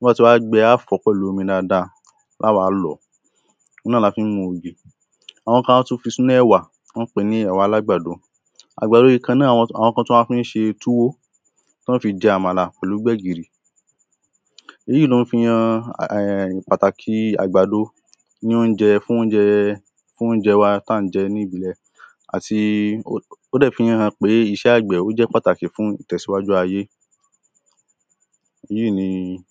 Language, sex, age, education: Yoruba, male, 15-29, primary